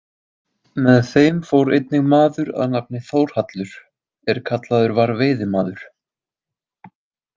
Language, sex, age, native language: Icelandic, male, 20-29, Icelandic